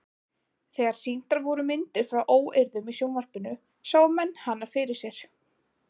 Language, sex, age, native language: Icelandic, female, 20-29, Icelandic